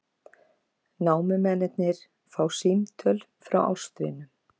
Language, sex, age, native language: Icelandic, female, 50-59, Icelandic